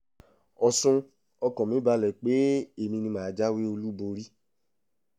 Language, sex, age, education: Yoruba, male, 15-29, tertiary